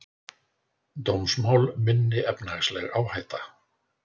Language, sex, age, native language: Icelandic, male, 60-69, Icelandic